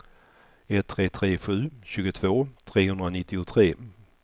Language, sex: Swedish, male